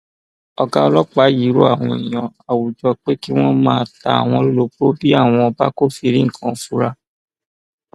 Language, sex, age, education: Yoruba, male, 15-29, tertiary